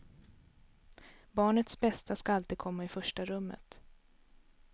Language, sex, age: Swedish, female, 32